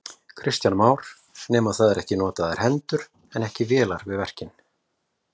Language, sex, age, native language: Icelandic, male, 40-49, Icelandic